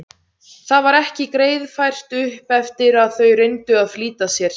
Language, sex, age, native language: Icelandic, female, 17, Icelandic